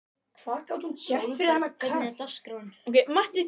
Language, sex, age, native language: Icelandic, male, 12, Icelandic